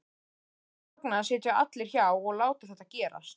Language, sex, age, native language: Icelandic, male, 13, Icelandic